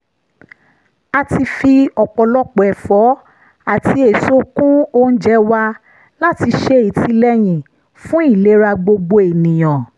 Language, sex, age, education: Yoruba, female, 30-45, tertiary